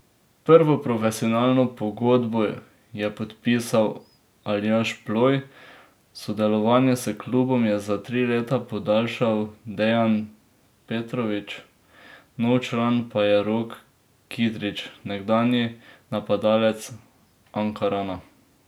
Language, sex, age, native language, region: Slovenian, male, 18-29, Slovenian, Drava region